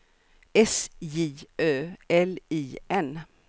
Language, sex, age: Swedish, female, 64